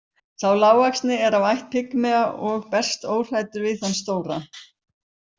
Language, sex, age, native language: Icelandic, female, 50-59, Icelandic